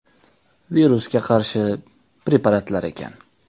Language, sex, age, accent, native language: Uzbek, male, 19-29, Toshkent shahri, Uzbek